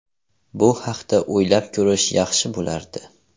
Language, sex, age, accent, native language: Uzbek, male, 18-24, Farg'ona, Uzbek